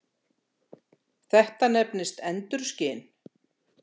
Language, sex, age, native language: Icelandic, female, 60-69, Icelandic